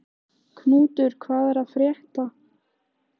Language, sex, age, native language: Icelandic, female, 15, Icelandic